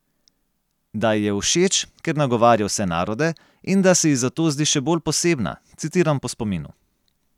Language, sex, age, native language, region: Slovenian, male, 30-49, Slovenian, Gorenjska region